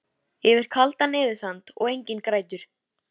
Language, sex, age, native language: Icelandic, female, 13, Icelandic